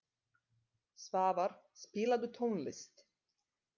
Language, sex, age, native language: Icelandic, female, 30-39, Serbo-Croatian